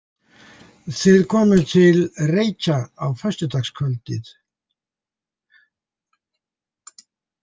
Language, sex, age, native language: Icelandic, male, 80-89, Icelandic